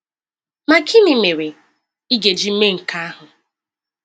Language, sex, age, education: Igbo, female, 15-29, tertiary